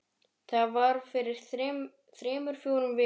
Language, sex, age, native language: Icelandic, male, 12, Icelandic